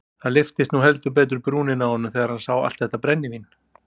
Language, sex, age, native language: Icelandic, male, 40-49, Icelandic